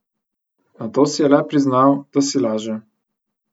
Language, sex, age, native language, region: Slovenian, male, 18-29, Slovenian, Central Slovenia